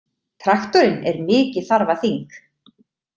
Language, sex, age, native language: Icelandic, female, 30-39, Icelandic